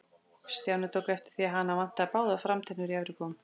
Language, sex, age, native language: Icelandic, female, 40-49, Icelandic